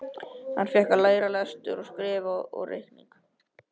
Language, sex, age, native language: Icelandic, male, 13, Icelandic